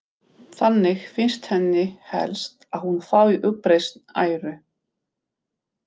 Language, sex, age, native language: Icelandic, female, 50-59, Polish